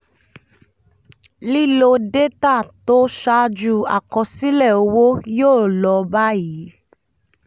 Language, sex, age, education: Yoruba, female, 15-29, tertiary